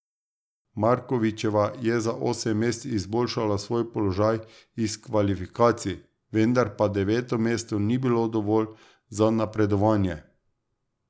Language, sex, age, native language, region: Slovenian, male, 30-49, Slovenian, Drava region